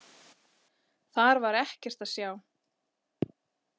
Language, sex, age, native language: Icelandic, female, 40-49, Icelandic